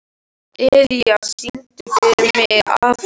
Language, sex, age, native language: Icelandic, male, 12, Icelandic